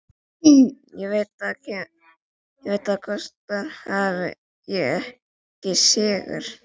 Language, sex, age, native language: Icelandic, female, 11, Icelandic